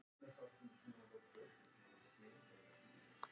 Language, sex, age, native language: Icelandic, male, 50-59, Icelandic